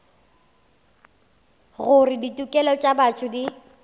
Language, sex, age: Northern Sotho, female, 19